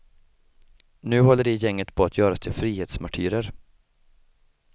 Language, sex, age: Swedish, male, 25